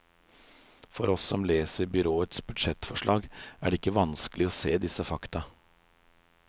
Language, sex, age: Norwegian, male, 56